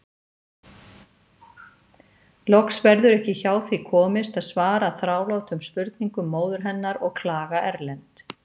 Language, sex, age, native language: Icelandic, female, 50-59, Icelandic